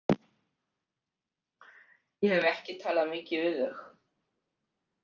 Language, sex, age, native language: Icelandic, female, 50-59, Icelandic